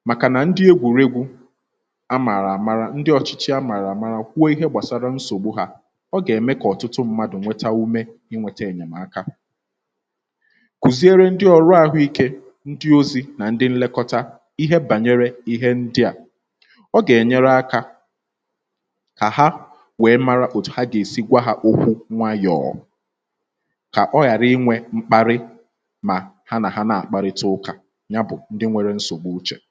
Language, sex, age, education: Igbo, male, 15-29, tertiary